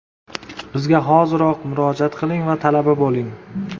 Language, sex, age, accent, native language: Uzbek, male, 25-34, Samarqand, Uzbek